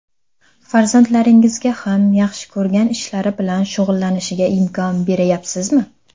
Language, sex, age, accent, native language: Uzbek, female, under 19, Samarqand, Uzbek